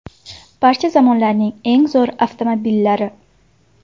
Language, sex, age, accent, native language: Uzbek, female, 19-29, Samarqand, Uzbek